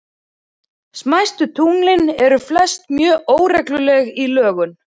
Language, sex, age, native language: Icelandic, female, 20-29, Icelandic